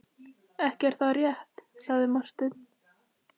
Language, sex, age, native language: Icelandic, female, 15, Icelandic